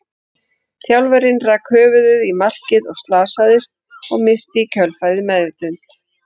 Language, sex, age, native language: Icelandic, female, 40-49, Icelandic